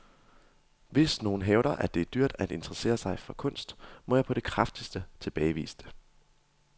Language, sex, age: Danish, male, 22